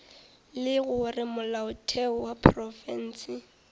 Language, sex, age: Northern Sotho, female, 18